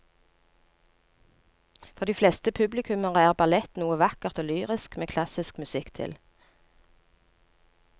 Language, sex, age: Norwegian, female, 39